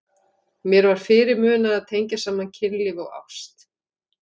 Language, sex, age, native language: Icelandic, female, 40-49, Icelandic